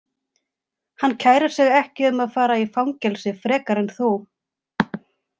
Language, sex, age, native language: Icelandic, female, 30-39, Icelandic